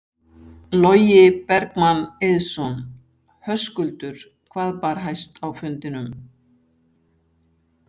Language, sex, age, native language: Icelandic, female, 60-69, Icelandic